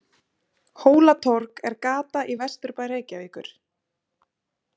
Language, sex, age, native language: Icelandic, female, 30-39, Icelandic